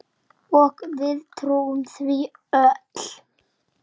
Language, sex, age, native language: Icelandic, male, 6, Icelandic